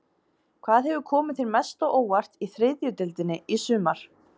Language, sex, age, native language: Icelandic, female, 20-29, Icelandic